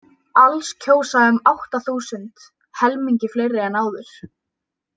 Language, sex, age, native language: Icelandic, female, 18-19, Icelandic